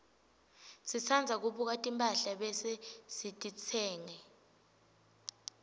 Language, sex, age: Swati, female, 20